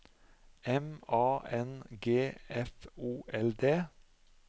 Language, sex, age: Norwegian, male, 45